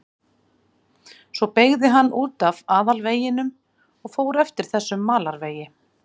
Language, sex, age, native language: Icelandic, female, 40-49, Icelandic